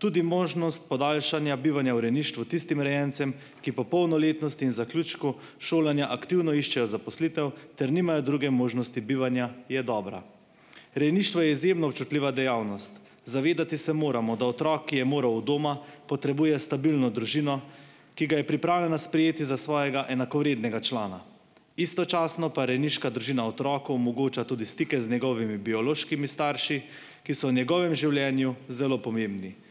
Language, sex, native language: Slovenian, male, Slovenian